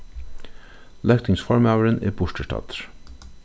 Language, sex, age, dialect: Faroese, male, 36-60, Suðurstreymoy